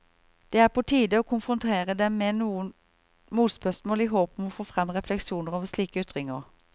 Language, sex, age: Norwegian, female, 38